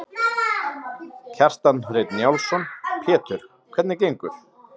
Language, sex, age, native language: Icelandic, male, 30-39, Icelandic